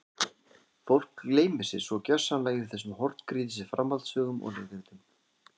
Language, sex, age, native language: Icelandic, male, 40-49, Icelandic